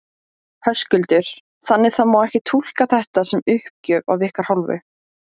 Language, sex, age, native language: Icelandic, female, 17, Icelandic